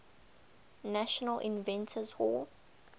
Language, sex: English, female